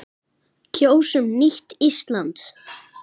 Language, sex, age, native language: Icelandic, male, 9, Icelandic